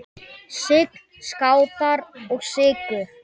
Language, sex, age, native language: Icelandic, male, 10, Icelandic